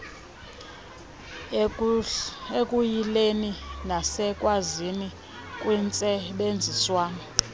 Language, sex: Xhosa, female